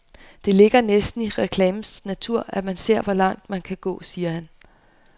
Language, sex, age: Danish, female, 25